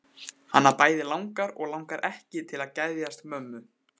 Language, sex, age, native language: Icelandic, male, 15, Icelandic